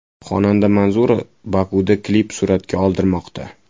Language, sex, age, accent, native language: Uzbek, male, 18-24, Toshkent viloyati, Uzbek